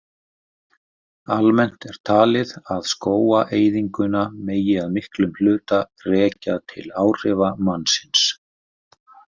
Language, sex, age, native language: Icelandic, male, 50-59, Icelandic